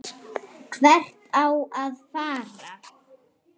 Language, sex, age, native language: Icelandic, female, 7, Icelandic